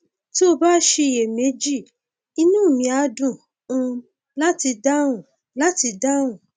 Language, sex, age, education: Yoruba, female, 30-45, tertiary